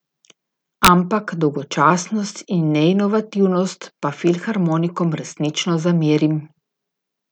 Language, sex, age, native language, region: Slovenian, female, 50-59, Slovenian, Gorica region